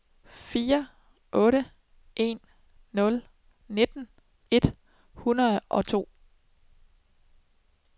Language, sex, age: Danish, female, 27